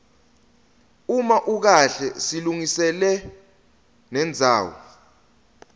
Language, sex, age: Swati, male, 20